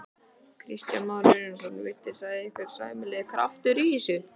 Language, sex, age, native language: Icelandic, male, 11, Icelandic